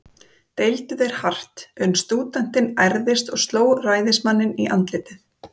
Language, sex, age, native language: Icelandic, female, 30-39, Icelandic